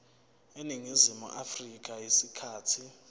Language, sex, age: Zulu, male, 24